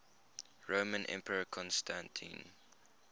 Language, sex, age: English, male, 21